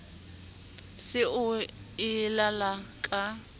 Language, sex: Southern Sotho, female